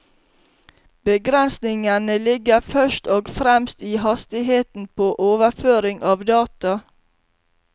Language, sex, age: Norwegian, female, 32